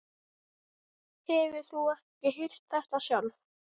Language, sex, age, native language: Icelandic, male, 11, Icelandic